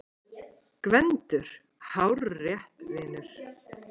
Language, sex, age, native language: Icelandic, female, 30-39, Icelandic